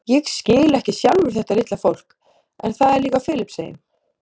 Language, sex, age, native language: Icelandic, female, 30-39, Icelandic